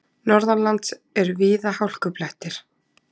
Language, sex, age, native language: Icelandic, female, 20-29, Icelandic